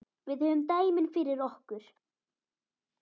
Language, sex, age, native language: Icelandic, female, 10, Icelandic